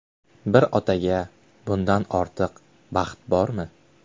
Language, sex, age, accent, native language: Uzbek, male, 18-24, Buxoro, Uzbek